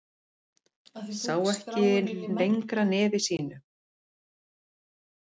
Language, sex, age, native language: Icelandic, female, 8, Icelandic